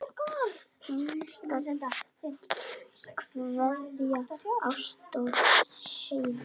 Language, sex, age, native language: Icelandic, female, 9, Icelandic